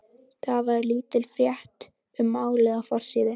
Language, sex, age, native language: Icelandic, female, 11, Icelandic